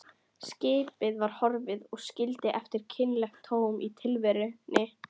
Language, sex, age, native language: Icelandic, female, 11, Icelandic